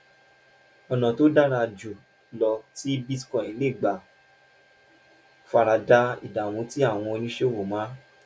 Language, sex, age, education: Yoruba, male, 15-29, tertiary